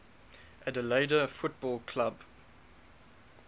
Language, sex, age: English, male, 21